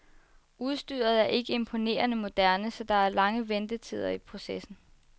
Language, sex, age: Danish, female, 24